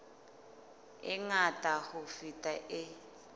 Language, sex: Southern Sotho, female